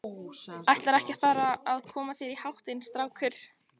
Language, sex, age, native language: Icelandic, female, 14, Icelandic